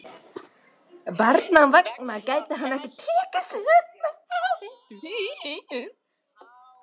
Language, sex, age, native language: Icelandic, other, 60-69, Russian